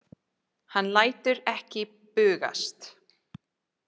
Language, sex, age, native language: Icelandic, female, 40-49, English